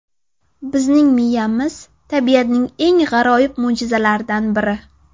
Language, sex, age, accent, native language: Uzbek, female, 18-24, Namangan, Uzbek